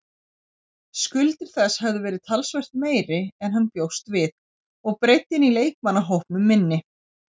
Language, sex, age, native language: Icelandic, female, 40-49, Icelandic